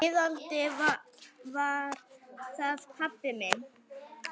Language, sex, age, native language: Icelandic, female, 9, Icelandic